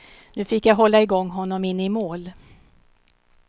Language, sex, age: Swedish, female, 52